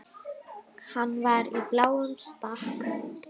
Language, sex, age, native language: Icelandic, female, 9, Icelandic